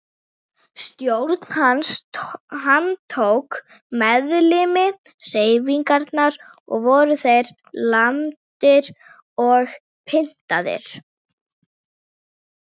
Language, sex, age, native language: Icelandic, female, 40-49, Icelandic